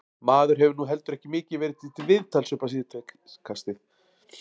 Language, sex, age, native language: Icelandic, male, 40-49, Icelandic